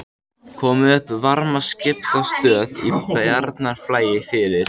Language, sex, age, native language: Icelandic, male, 14, Icelandic